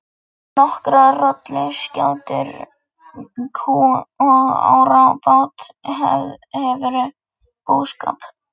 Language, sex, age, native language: Icelandic, male, 11, Icelandic